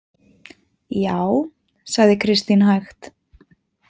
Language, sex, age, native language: Icelandic, female, 20-29, Icelandic